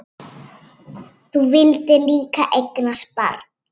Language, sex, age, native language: Icelandic, female, 8, Icelandic